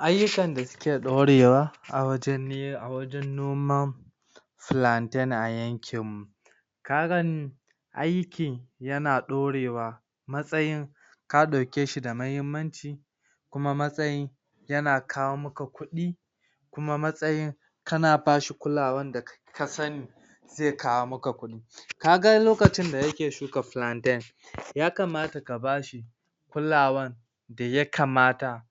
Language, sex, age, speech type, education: Hausa, male, 46-60, spontaneous, tertiary